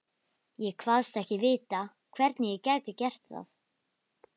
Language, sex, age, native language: Icelandic, female, 11, Icelandic